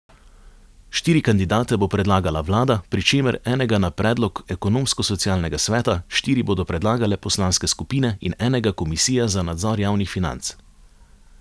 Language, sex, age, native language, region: Slovenian, male, 30-49, Slovenian, Savinja region